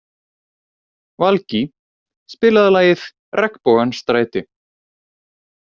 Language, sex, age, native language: Icelandic, male, 18-19, Icelandic